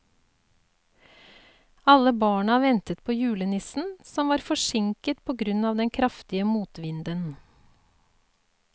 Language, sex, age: Norwegian, female, 48